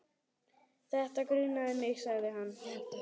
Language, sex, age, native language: Icelandic, male, 10, Icelandic